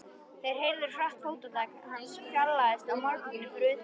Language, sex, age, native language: Icelandic, female, 13, Icelandic